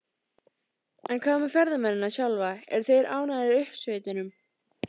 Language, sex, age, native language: Icelandic, female, 13, Icelandic